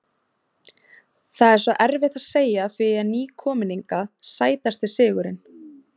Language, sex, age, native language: Icelandic, female, 20-29, Icelandic